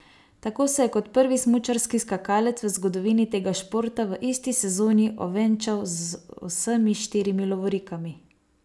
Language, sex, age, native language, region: Slovenian, female, 18-29, Slovenian, Savinja region